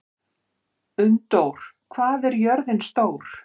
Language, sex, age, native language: Icelandic, female, 50-59, Icelandic